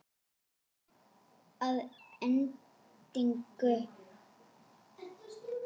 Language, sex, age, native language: Icelandic, female, 8, Icelandic